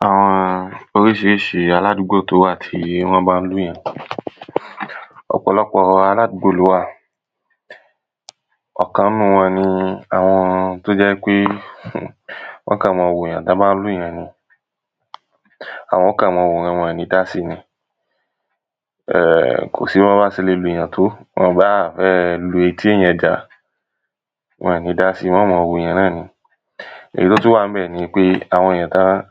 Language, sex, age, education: Yoruba, male, 15-29, tertiary